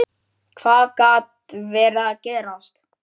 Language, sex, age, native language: Icelandic, male, 9, Icelandic